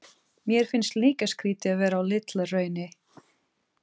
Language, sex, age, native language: Icelandic, female, 30-39, Portuguese